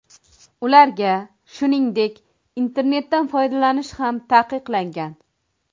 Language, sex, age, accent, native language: Uzbek, female, 25-34, Toshkent viloyati, Uzbek